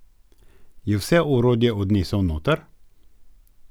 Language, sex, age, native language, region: Slovenian, male, 50-59, Slovenian, Gorenjska region